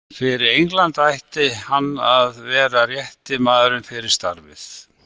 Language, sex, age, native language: Icelandic, male, 60-69, Icelandic